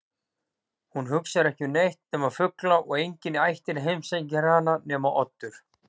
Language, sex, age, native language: Icelandic, male, 40-49, Icelandic